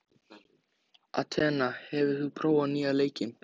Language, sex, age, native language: Icelandic, male, 14, Icelandic